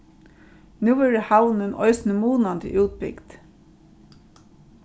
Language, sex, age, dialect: Faroese, female, 36-60, Norðurstreymoy/Eysturoy